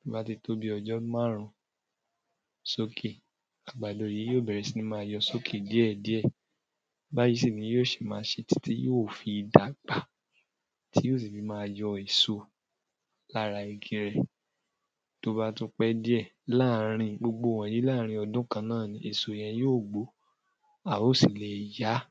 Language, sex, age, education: Yoruba, male, 15-29, tertiary